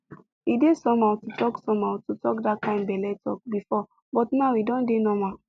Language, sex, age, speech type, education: Nigerian Pidgin, female, 15-29, spontaneous, tertiary